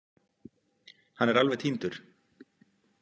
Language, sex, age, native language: Icelandic, male, 50-59, Icelandic